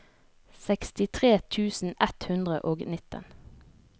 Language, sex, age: Norwegian, female, 32